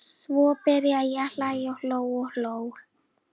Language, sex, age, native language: Icelandic, female, 11, Icelandic